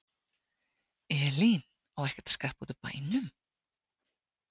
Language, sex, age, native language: Icelandic, female, 40-49, Icelandic